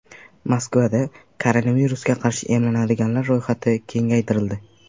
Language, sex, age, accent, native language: Uzbek, male, 18-24, Sirdaryo, Uzbek